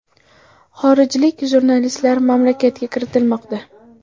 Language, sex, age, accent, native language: Uzbek, female, 18-24, Farg'ona, Uzbek